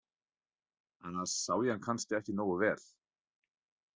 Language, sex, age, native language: Icelandic, male, 30-39, Icelandic